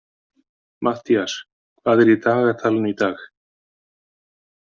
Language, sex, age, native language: Icelandic, male, 50-59, Icelandic